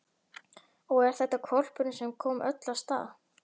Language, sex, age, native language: Icelandic, male, 11, Icelandic